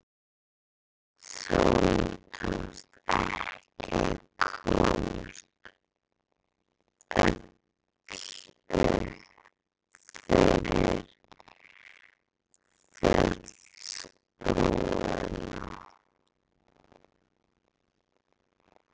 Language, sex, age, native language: Icelandic, female, 11, Icelandic